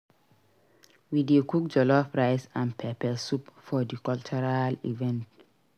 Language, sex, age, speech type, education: Nigerian Pidgin, female, 46-60, read, secondary